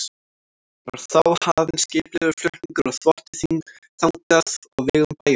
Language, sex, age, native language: Icelandic, female, 18-19, Icelandic